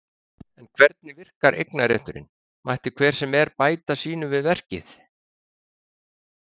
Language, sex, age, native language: Icelandic, male, 50-59, Icelandic